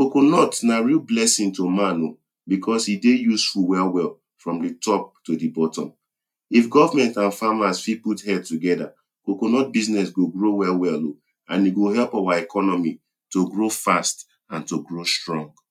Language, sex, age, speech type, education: Nigerian Pidgin, male, 30-45, spontaneous, tertiary